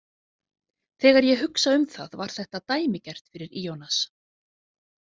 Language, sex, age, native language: Icelandic, female, 40-49, Icelandic